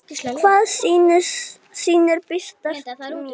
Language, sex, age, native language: Icelandic, female, 9, Icelandic